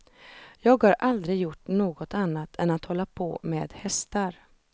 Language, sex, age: Swedish, female, 32